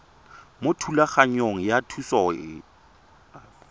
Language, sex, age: Tswana, male, 23